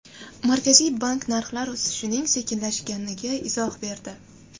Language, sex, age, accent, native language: Uzbek, female, 18-24, Toshkent shahri, Uzbek